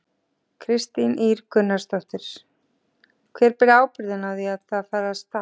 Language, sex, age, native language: Icelandic, female, 40-49, Icelandic